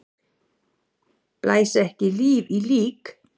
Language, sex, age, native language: Icelandic, female, 50-59, Icelandic